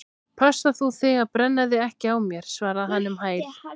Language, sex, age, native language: Icelandic, female, 16, Icelandic